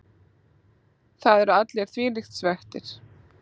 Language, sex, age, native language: Icelandic, female, 30-39, Icelandic